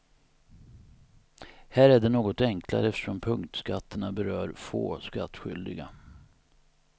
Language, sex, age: Swedish, male, 59